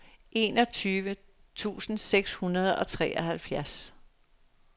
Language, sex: Danish, female